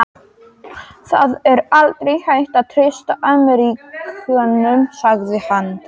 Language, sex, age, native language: Icelandic, male, 18-19, Polish